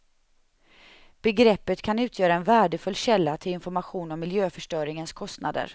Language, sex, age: Swedish, female, 31